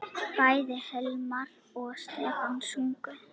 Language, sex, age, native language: Icelandic, female, 9, Icelandic